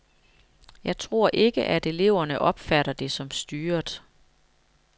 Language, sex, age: Danish, female, 45